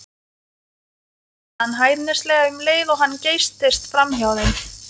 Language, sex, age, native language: Icelandic, female, 20-29, Lithuanian